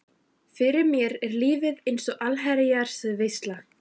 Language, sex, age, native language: Icelandic, female, 15, Icelandic